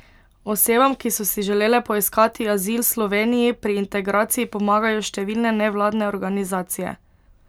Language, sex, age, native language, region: Slovenian, female, 18-29, Slovenian, Pomurje region